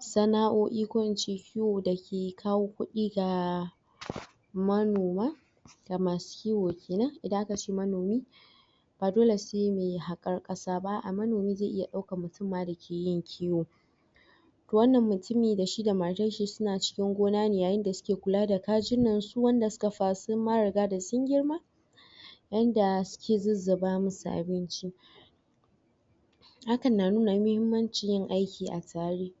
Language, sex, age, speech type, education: Hausa, female, 46-60, spontaneous, tertiary